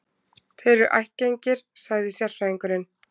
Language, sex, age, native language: Icelandic, female, 20-29, Icelandic